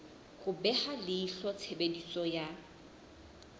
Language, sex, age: Southern Sotho, female, 20